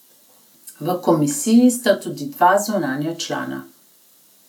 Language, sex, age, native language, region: Slovenian, female, 30-49, Slovenian, Gorenjska region